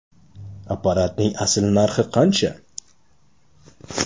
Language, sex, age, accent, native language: Uzbek, male, 35+, Toshkent shahri, Uzbek